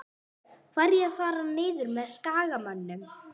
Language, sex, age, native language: Icelandic, female, 30-39, English